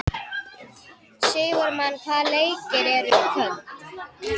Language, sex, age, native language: Icelandic, female, 11, Icelandic